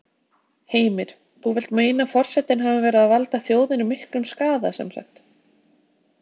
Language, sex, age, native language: Icelandic, female, 20-29, Icelandic